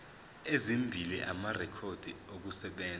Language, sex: Zulu, male